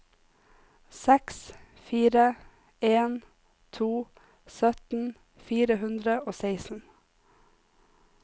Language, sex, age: Norwegian, female, 26